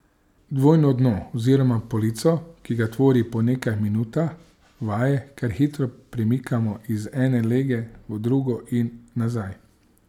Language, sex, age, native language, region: Slovenian, male, 30-49, Slovenian, Savinja region